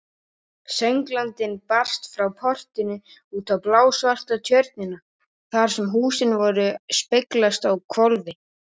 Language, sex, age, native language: Icelandic, female, 50-59, Icelandic